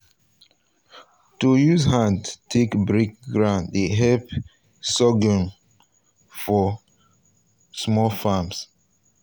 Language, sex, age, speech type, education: Nigerian Pidgin, male, 30-45, spontaneous, tertiary